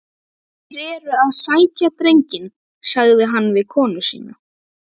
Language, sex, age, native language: Icelandic, female, 12, Icelandic